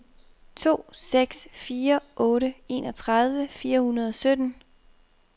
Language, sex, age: Danish, female, 24